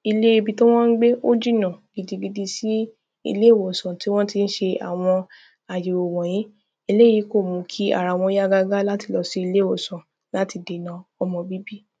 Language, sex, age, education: Yoruba, female, 15-29, tertiary